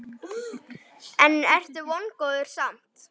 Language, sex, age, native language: Icelandic, male, 9, Icelandic